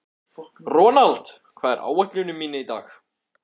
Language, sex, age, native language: Icelandic, male, 14, Icelandic